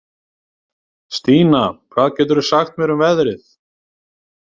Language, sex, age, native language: Icelandic, male, 30-39, Icelandic